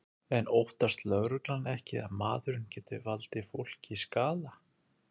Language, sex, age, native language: Icelandic, male, 30-39, Icelandic